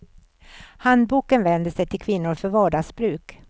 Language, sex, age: Swedish, female, 64